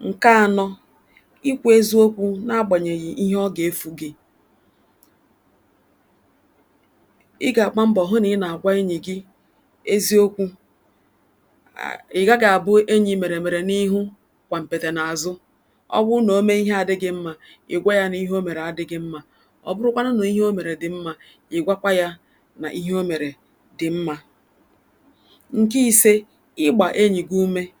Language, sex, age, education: Igbo, female, 46-60, tertiary